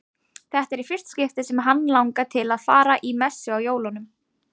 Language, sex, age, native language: Icelandic, female, 20-29, Icelandic